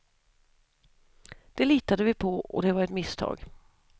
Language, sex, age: Swedish, female, 32